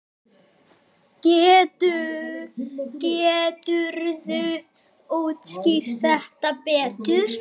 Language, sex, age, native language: Icelandic, male, 10, Icelandic